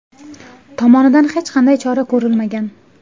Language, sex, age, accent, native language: Uzbek, female, 18-24, Toshkent viloyati, Uzbek